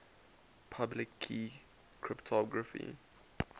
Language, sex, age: English, male, 19